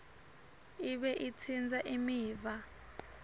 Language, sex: Swati, female